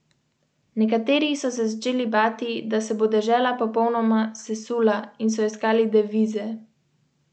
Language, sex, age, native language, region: Slovenian, female, 18-29, Slovenian, Central Slovenia